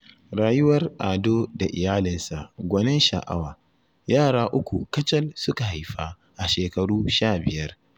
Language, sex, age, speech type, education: Hausa, male, 15-29, spontaneous, tertiary